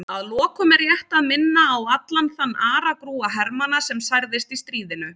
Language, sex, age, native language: Icelandic, female, 30-39, Icelandic